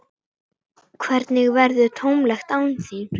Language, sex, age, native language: Icelandic, female, 9, Icelandic